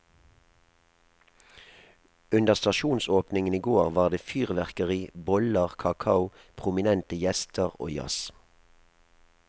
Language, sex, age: Norwegian, male, 37